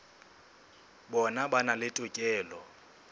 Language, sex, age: Southern Sotho, male, 20